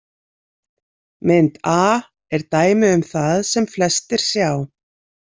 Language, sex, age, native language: Icelandic, female, 40-49, Icelandic